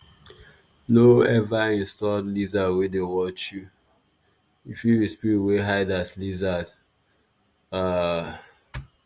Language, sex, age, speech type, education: Nigerian Pidgin, male, 15-29, spontaneous, tertiary